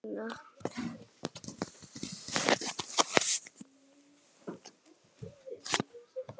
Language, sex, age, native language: Icelandic, male, 8, Icelandic